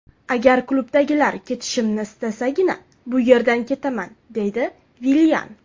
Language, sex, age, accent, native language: Uzbek, female, 18-24, Farg'ona, Uzbek